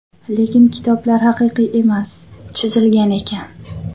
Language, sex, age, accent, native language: Uzbek, female, 25-34, Toshkent viloyati, Uzbek